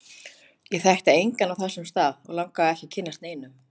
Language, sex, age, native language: Icelandic, other, 30-39, Icelandic